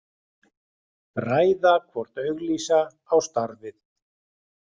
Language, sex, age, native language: Icelandic, male, 40-49, Icelandic